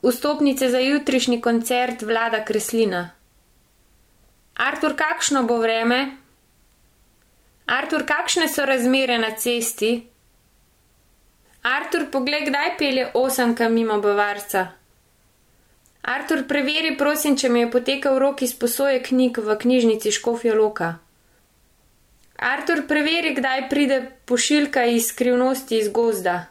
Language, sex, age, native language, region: Slovenian, female, 30-49, Slovenian, Gorenjska region